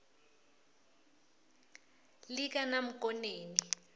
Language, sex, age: South Ndebele, female, 25